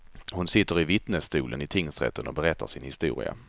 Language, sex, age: Swedish, male, 34